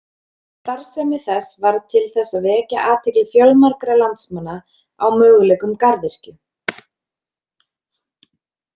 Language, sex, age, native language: Icelandic, female, 30-39, Icelandic